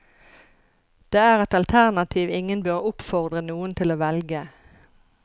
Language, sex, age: Norwegian, female, 54